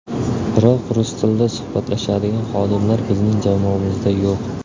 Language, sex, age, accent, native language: Uzbek, male, 18-24, Surxondaryo, Uzbek